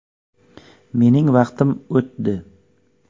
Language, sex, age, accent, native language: Uzbek, male, 25-34, Xorazm, Uzbek